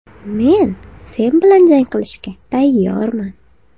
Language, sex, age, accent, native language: Uzbek, female, 18-24, Farg'ona, Uzbek